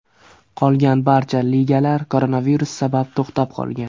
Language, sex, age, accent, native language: Uzbek, male, 18-24, Surxondaryo, Uzbek